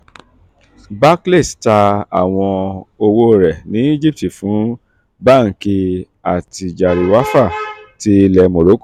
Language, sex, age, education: Yoruba, male, 46-60, tertiary